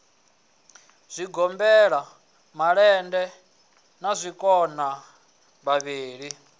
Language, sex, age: Venda, male, 20